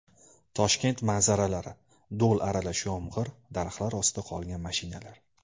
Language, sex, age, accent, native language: Uzbek, male, 18-24, Andijon, Uzbek